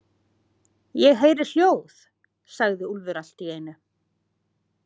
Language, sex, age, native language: Icelandic, female, 30-39, Icelandic